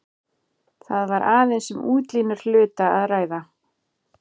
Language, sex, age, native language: Icelandic, female, 40-49, Icelandic